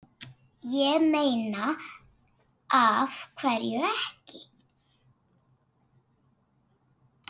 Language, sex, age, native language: Icelandic, female, 8, Icelandic